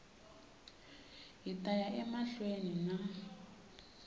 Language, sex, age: Tsonga, female, 18